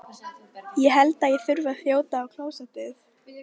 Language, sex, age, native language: Icelandic, female, 13, Icelandic